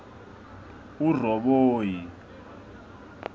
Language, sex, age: South Ndebele, male, 25